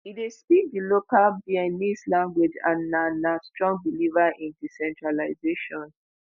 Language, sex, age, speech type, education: Nigerian Pidgin, female, 15-29, spontaneous, tertiary